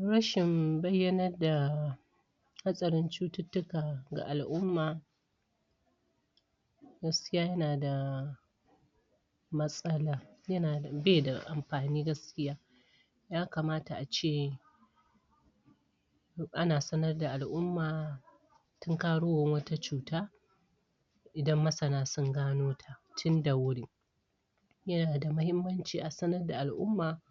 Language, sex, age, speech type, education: Hausa, female, 46-60, spontaneous, tertiary